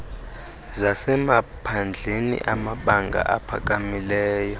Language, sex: Xhosa, male